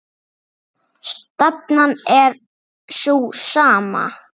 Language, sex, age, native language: Icelandic, male, 6, Icelandic